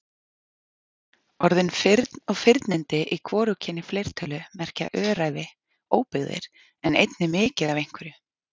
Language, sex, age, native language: Icelandic, female, 40-49, Icelandic